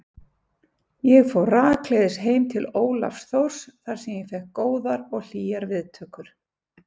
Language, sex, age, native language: Icelandic, female, 50-59, Icelandic